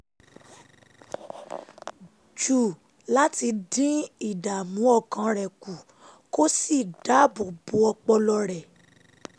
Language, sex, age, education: Yoruba, female, 15-29, tertiary